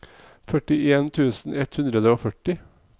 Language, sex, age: Norwegian, male, 45